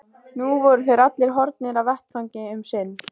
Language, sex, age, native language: Icelandic, female, 14, Icelandic